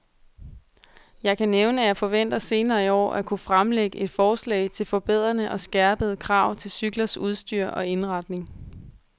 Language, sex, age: Danish, female, 22